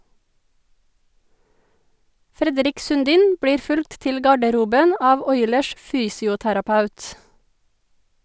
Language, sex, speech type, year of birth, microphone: Norwegian, female, read, 1984, Sennheiser